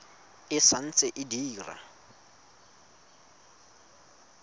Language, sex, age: Tswana, male, 25